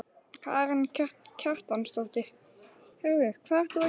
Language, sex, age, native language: Icelandic, male, 11, Icelandic